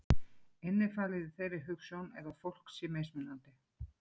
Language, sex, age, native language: Icelandic, female, 40-49, Icelandic